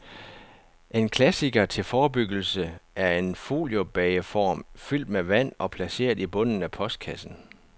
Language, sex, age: Danish, male, 49